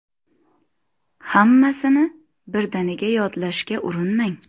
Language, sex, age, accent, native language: Uzbek, female, 25-34, Xorazm, Uzbek